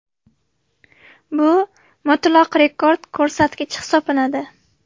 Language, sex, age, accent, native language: Uzbek, female, 19-29, Namangan, Uzbek